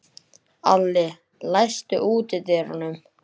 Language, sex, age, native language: Icelandic, male, 11, Icelandic